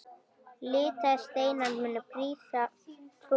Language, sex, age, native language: Icelandic, female, 10, Icelandic